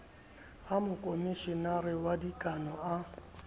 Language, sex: Southern Sotho, male